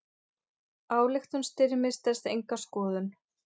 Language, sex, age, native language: Icelandic, male, 9, Icelandic